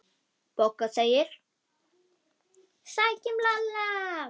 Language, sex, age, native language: Icelandic, female, 10, Icelandic